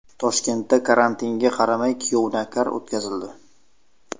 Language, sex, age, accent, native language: Uzbek, male, 25-34, Sirdaryo, Uzbek